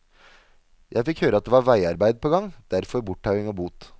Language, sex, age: Norwegian, male, 37